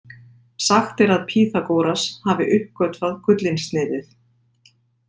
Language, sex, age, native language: Icelandic, female, 50-59, Icelandic